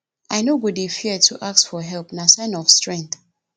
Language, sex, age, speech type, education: Nigerian Pidgin, female, 30-45, spontaneous, tertiary